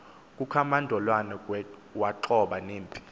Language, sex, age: Xhosa, male, 24